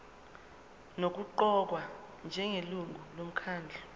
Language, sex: Zulu, female